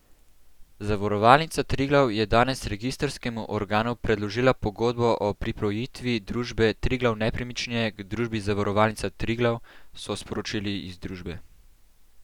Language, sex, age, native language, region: Slovenian, male, 12-17, Slovenian, Central Slovenia